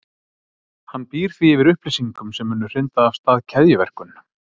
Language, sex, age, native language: Icelandic, male, 30-39, Icelandic